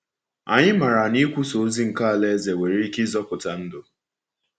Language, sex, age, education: Igbo, male, 15-29, tertiary